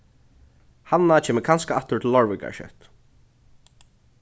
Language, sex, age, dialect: Faroese, male, 15-35, Norðurstreymoy/Eysturoy